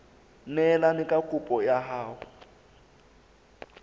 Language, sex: Southern Sotho, male